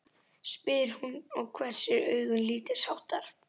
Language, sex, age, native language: Icelandic, male, 11, Icelandic